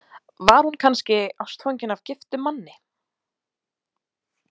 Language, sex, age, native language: Icelandic, female, 20-29, Icelandic